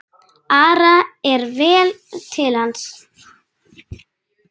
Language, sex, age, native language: Icelandic, female, 10, Icelandic